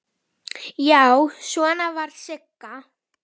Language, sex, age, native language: Icelandic, female, 10, Icelandic